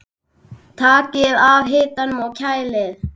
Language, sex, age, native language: Icelandic, male, 10, Icelandic